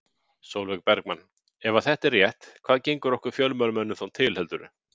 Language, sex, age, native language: Icelandic, male, 50-59, Icelandic